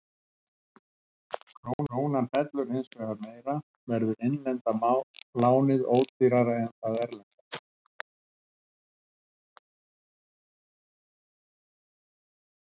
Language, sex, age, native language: Icelandic, male, 60-69, Icelandic